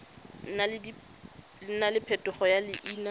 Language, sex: Tswana, female